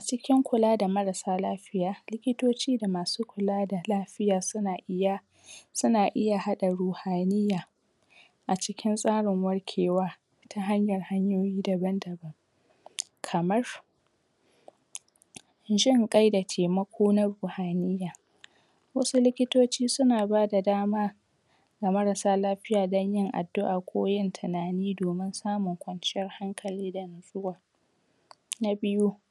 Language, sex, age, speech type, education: Hausa, female, 46-60, spontaneous, secondary